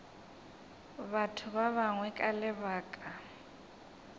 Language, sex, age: Northern Sotho, female, 22